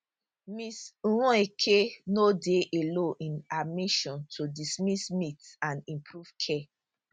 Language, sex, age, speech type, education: Nigerian Pidgin, female, 30-45, spontaneous, tertiary